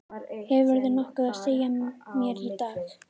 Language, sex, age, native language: Icelandic, female, 13, Icelandic